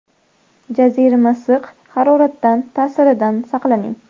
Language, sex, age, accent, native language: Uzbek, female, under 19, Sirdaryo, Uzbek